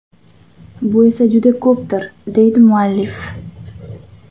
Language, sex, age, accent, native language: Uzbek, female, 25-34, Toshkent viloyati, Uzbek